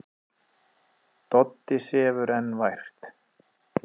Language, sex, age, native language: Icelandic, male, 30-39, Icelandic